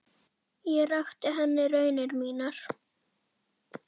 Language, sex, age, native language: Icelandic, female, 10, Icelandic